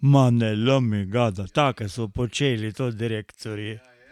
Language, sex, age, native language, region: Slovenian, male, 60+, Slovenian, Carinthia region